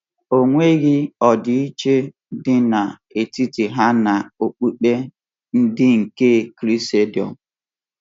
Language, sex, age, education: Igbo, male, 15-29, tertiary